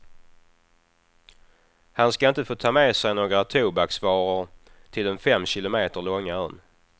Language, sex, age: Swedish, male, 28